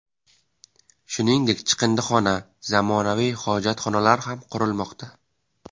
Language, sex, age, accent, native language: Uzbek, male, 18-24, Jizzax, Uzbek